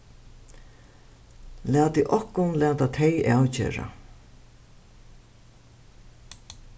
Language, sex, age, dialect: Faroese, female, 61+, Suðurstreymoy